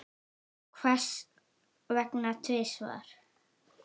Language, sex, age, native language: Icelandic, male, 8, Icelandic